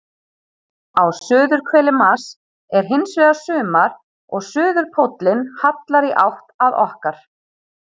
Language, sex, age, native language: Icelandic, female, 30-39, Icelandic